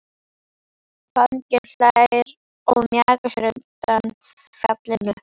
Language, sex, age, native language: Icelandic, female, 11, Icelandic